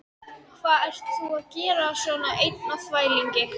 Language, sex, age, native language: Icelandic, female, 13, Icelandic